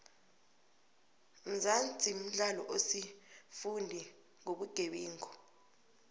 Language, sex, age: South Ndebele, female, 22